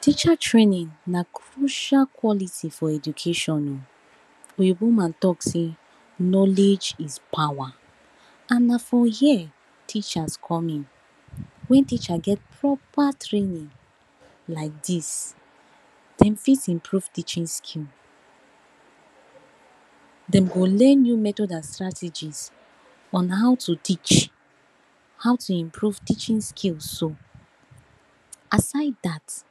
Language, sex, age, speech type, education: Nigerian Pidgin, female, 46-60, spontaneous, tertiary